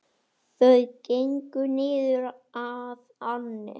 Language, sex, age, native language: Icelandic, male, 9, Icelandic